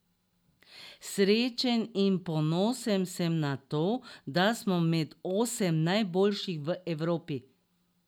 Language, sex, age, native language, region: Slovenian, female, 60+, Slovenian, Drava region